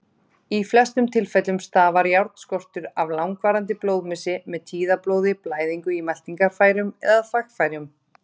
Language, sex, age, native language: Icelandic, female, 30-39, Icelandic